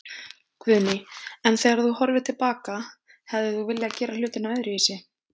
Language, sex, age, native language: Icelandic, female, 20-29, Icelandic